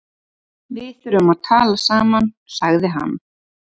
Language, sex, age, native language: Icelandic, female, 30-39, Icelandic